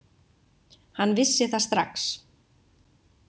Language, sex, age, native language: Icelandic, female, 20-29, Icelandic